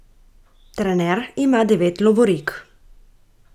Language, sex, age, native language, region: Slovenian, female, 18-29, Slovenian, Gorica region